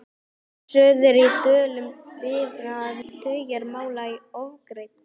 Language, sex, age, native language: Icelandic, male, 11, Icelandic